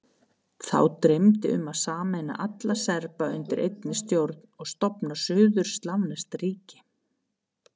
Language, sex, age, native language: Icelandic, female, 50-59, Icelandic